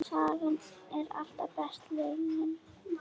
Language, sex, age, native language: Icelandic, female, 9, Icelandic